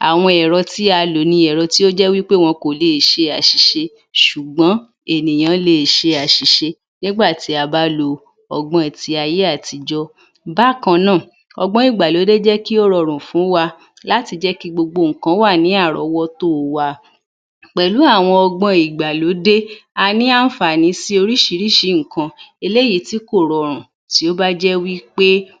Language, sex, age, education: Yoruba, female, 30-45, tertiary